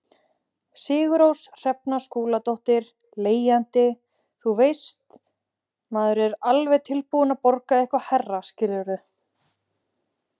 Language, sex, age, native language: Icelandic, female, 20-29, Icelandic